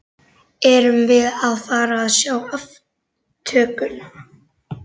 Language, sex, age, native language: Icelandic, male, 11, Icelandic